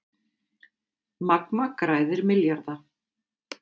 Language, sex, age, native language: Icelandic, female, 50-59, Icelandic